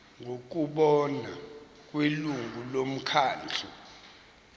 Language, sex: Zulu, male